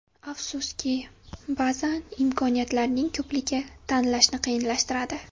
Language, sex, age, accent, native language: Uzbek, female, 18-24, Farg'ona, Uzbek